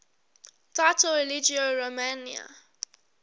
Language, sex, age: English, female, 18